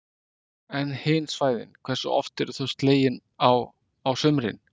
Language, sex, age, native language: Icelandic, male, 50-59, Icelandic